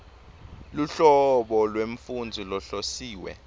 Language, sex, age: Swati, male, 23